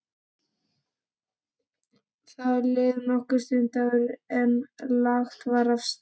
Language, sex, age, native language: Icelandic, male, 12, Icelandic